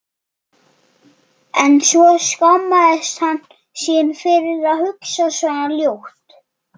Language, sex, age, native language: Icelandic, male, 14, Icelandic